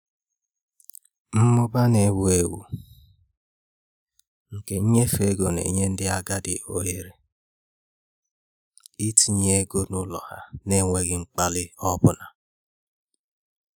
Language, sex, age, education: Igbo, male, 30-45, tertiary